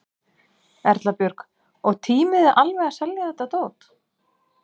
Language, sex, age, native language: Icelandic, female, 30-39, Icelandic